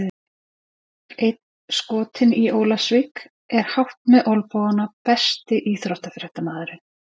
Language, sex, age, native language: Icelandic, female, 50-59, Icelandic